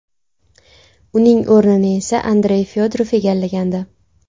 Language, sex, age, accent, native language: Uzbek, female, 18-24, Buxoro, Uzbek